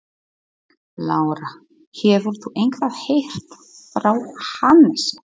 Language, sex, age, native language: Icelandic, female, 40-49, Polish